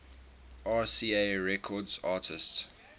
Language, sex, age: English, male, 18